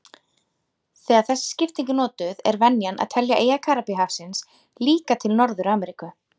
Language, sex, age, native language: Icelandic, female, 30-39, Icelandic